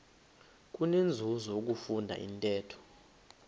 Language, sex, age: Xhosa, male, 21